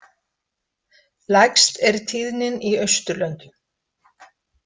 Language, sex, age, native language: Icelandic, female, 50-59, Icelandic